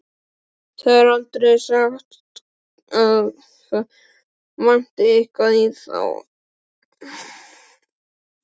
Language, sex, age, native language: Icelandic, male, 12, Icelandic